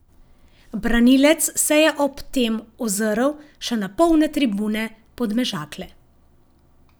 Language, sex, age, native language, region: Slovenian, female, 50-59, Slovenian, Savinja region